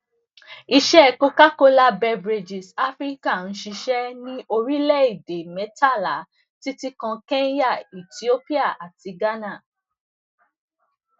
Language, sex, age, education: Yoruba, female, 15-29, tertiary